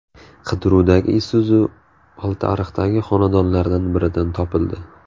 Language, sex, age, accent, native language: Uzbek, male, 18-24, Navoiy, Uzbek